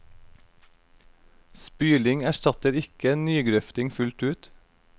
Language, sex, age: Norwegian, male, 32